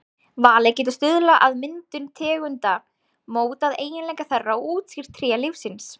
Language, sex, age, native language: Icelandic, female, 20-29, Icelandic